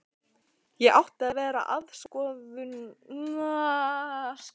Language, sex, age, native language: Icelandic, female, 14, Icelandic